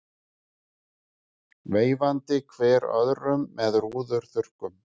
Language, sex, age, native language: Icelandic, male, 50-59, Icelandic